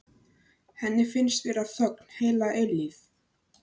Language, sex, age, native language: Icelandic, male, 13, Icelandic